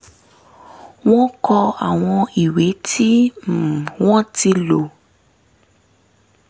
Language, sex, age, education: Yoruba, female, 15-29, tertiary